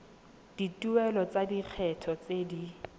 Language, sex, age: Tswana, female, 18